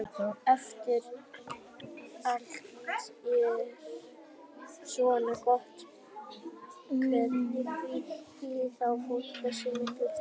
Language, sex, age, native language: Icelandic, female, 18-19, Icelandic